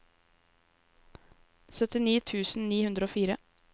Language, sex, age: Norwegian, female, 23